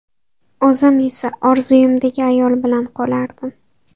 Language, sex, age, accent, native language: Uzbek, female, 18-24, Andijon, Uzbek